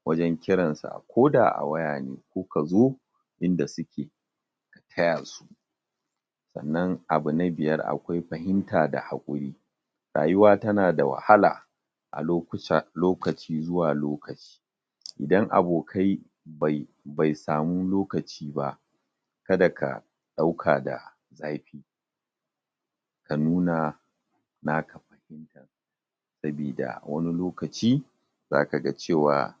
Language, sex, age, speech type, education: Hausa, male, 30-45, spontaneous, tertiary